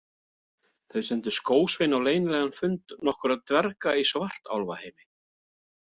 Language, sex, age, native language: Icelandic, male, 40-49, Icelandic